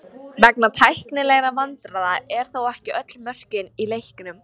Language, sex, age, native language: Icelandic, female, 60-69, Icelandic